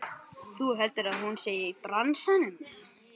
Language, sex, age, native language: Icelandic, male, 12, Icelandic